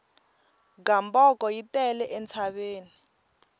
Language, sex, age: Tsonga, female, 20